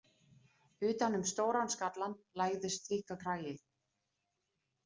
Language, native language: Icelandic, Danish